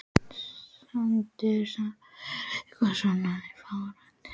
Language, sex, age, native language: Icelandic, male, 12, Icelandic